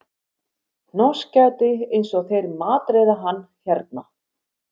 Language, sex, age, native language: Icelandic, female, 50-59, Icelandic